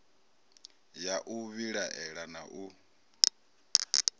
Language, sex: Venda, male